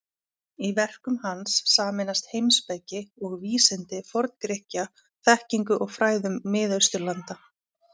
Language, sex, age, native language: Icelandic, female, 30-39, Icelandic